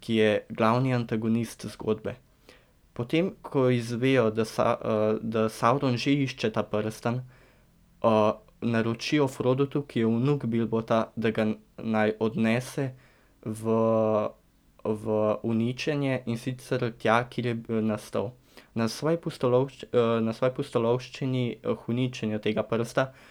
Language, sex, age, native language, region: Slovenian, male, 18-29, Slovenian, Central Slovenia